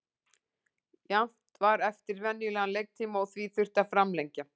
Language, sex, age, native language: Icelandic, female, 40-49, Icelandic